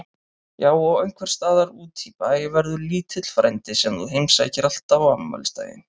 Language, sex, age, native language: Icelandic, male, 30-39, Icelandic